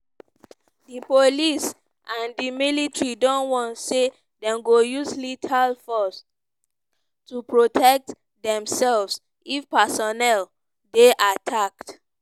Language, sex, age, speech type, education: Nigerian Pidgin, female, 15-29, spontaneous, tertiary